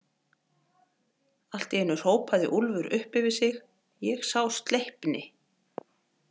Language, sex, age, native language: Icelandic, female, 40-49, Icelandic